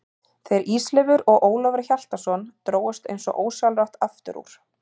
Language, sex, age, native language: Icelandic, female, 30-39, Icelandic